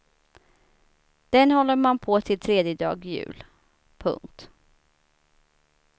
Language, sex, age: Swedish, female, 29